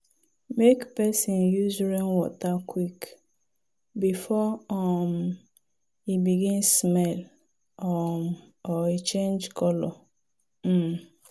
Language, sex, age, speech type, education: Nigerian Pidgin, female, 30-45, spontaneous, tertiary